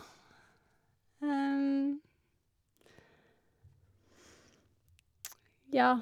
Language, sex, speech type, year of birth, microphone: Norwegian, female, spontaneous, 1984, Shure